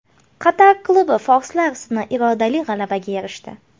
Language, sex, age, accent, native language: Uzbek, female, 25-34, Farg'ona, Uzbek